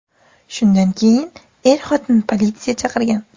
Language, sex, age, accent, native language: Uzbek, female, 25-34, Toshkent viloyati, Uzbek